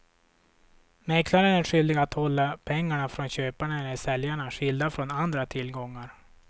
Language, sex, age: Swedish, male, 26